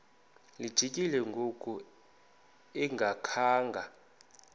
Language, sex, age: Xhosa, male, 21